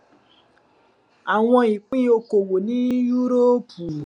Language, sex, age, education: Yoruba, male, 15-29, tertiary